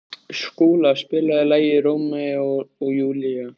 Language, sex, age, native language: Icelandic, male, 13, Icelandic